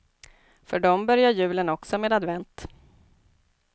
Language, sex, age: Swedish, female, 29